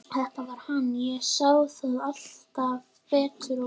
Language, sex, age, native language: Icelandic, female, 11, Icelandic